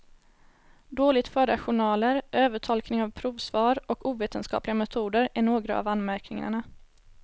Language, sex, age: Swedish, female, 18